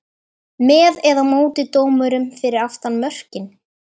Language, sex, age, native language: Icelandic, female, 13, Icelandic